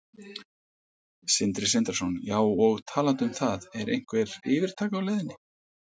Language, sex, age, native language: Icelandic, male, 50-59, Icelandic